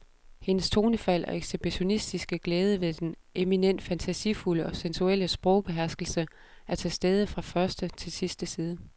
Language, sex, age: Danish, female, 32